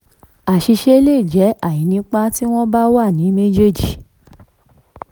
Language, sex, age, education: Yoruba, female, 15-29, tertiary